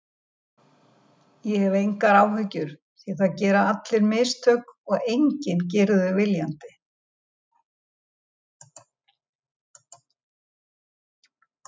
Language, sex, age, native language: Icelandic, female, 70-79, Icelandic